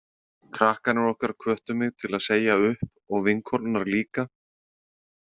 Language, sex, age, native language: Icelandic, male, 30-39, Icelandic